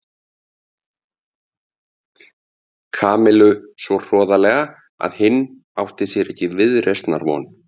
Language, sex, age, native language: Icelandic, male, 50-59, Icelandic